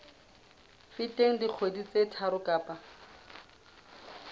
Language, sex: Southern Sotho, female